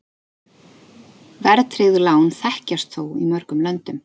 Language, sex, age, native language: Icelandic, female, 30-39, Icelandic